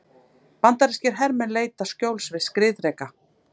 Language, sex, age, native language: Icelandic, female, 50-59, Icelandic